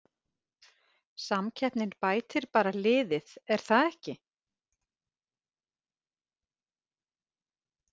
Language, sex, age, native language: Icelandic, female, 50-59, Icelandic